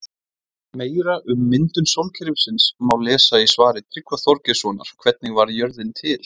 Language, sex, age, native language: Icelandic, male, 20-29, Icelandic